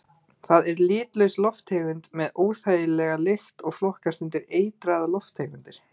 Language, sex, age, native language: Icelandic, male, 18-19, Icelandic